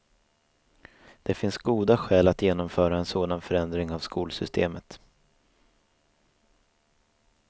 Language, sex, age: Swedish, male, 24